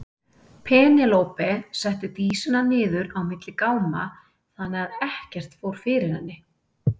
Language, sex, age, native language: Icelandic, female, 30-39, Icelandic